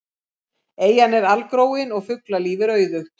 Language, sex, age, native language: Icelandic, female, 50-59, Icelandic